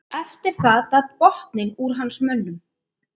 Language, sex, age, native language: Icelandic, female, 30-39, Icelandic